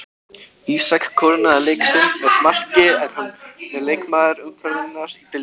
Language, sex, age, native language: Icelandic, other, 18-19, Icelandic